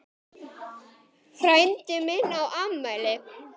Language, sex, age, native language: Icelandic, male, 10, Icelandic